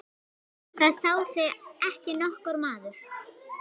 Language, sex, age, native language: Icelandic, female, 11, Icelandic